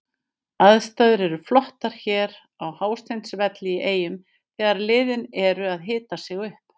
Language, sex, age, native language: Icelandic, female, 50-59, Icelandic